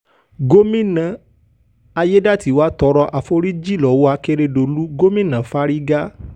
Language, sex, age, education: Yoruba, male, 15-29, tertiary